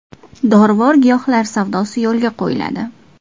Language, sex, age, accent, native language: Uzbek, female, 19-29, Farg'ona, Uzbek